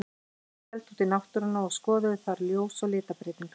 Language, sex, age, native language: Icelandic, female, 50-59, Icelandic